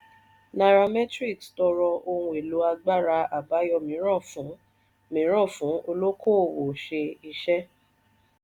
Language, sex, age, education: Yoruba, female, 30-45, tertiary